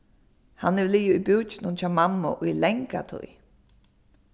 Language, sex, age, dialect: Faroese, female, 15-35, Suðurstreymoy